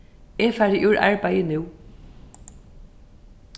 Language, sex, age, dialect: Faroese, female, 15-35, Suðurstreymoy